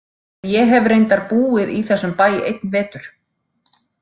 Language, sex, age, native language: Icelandic, female, 40-49, Icelandic